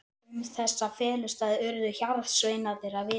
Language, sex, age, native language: Icelandic, male, 11, Icelandic